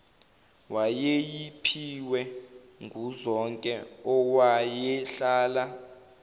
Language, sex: Zulu, male